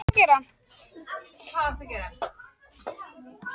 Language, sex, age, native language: Icelandic, male, 18-19, Icelandic